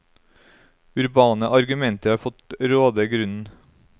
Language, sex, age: Norwegian, male, 35